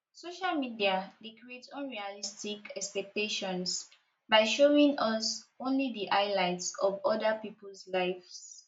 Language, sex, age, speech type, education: Nigerian Pidgin, female, 15-29, spontaneous, tertiary